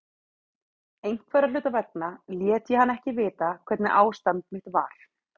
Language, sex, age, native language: Icelandic, female, 30-39, Icelandic